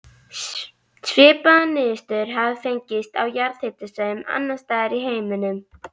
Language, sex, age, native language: Icelandic, female, 11, Icelandic